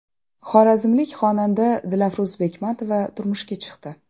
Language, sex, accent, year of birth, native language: Uzbek, female, Toshkent shahri, 1994, Uzbek